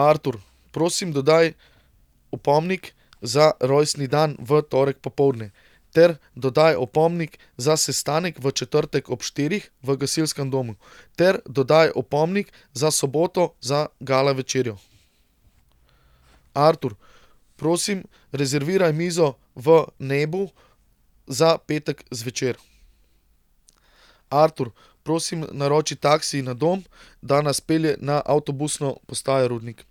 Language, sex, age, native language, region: Slovenian, male, 30-49, Slovenian, Central Slovenia